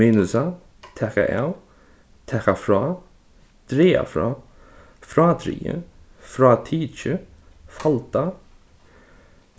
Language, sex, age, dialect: Faroese, male, 15-35, Norðurstreymoy/Eysturoy